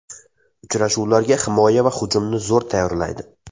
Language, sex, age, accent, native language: Uzbek, male, 18-24, Andijon, Uzbek